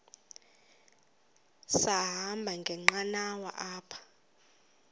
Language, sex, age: Xhosa, female, 24